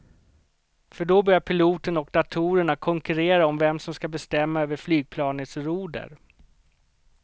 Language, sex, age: Swedish, male, 38